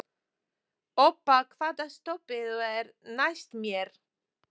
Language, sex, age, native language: Icelandic, female, 40-49, Polish